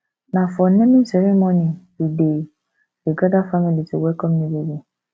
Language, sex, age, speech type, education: Nigerian Pidgin, female, 15-29, spontaneous, tertiary